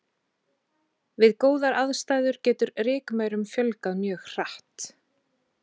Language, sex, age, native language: Icelandic, female, 30-39, Icelandic